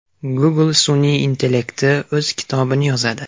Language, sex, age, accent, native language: Uzbek, male, 18-24, Andijon, Uzbek